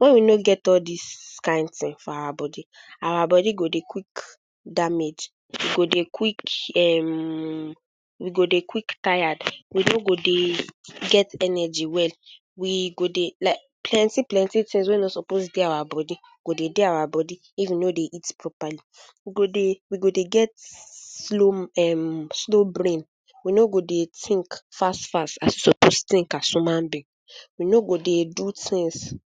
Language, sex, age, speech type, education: Nigerian Pidgin, female, 15-29, spontaneous, secondary